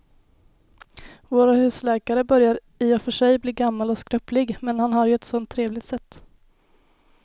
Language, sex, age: Swedish, female, 19